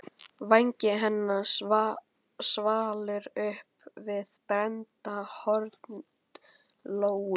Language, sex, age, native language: Icelandic, male, 12, Icelandic